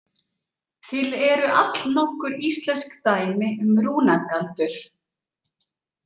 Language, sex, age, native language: Icelandic, female, 40-49, Icelandic